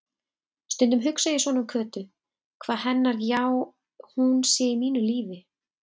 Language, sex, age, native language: Icelandic, female, 30-39, Icelandic